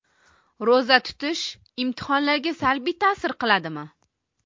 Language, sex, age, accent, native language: Uzbek, female, 25-34, Toshkent viloyati, Uzbek